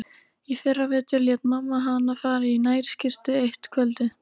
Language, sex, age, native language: Icelandic, female, 13, Icelandic